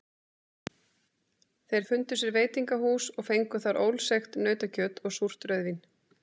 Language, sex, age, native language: Icelandic, female, 30-39, Icelandic